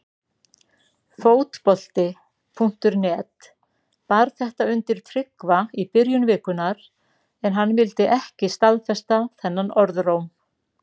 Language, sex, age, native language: Icelandic, female, 60-69, Icelandic